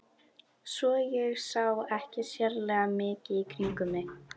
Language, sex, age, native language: Icelandic, female, 12, Icelandic